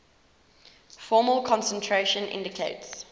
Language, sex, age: English, female, 19